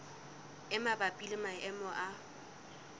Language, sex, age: Southern Sotho, female, 19